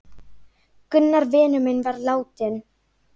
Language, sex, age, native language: Icelandic, female, 9, Icelandic